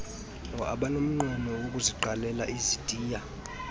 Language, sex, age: Xhosa, male, 32